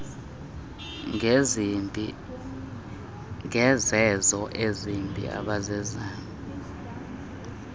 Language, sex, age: Xhosa, male, 24